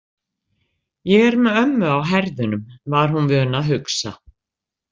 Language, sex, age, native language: Icelandic, female, 60-69, Icelandic